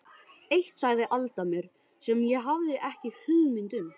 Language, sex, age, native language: Icelandic, male, 13, Icelandic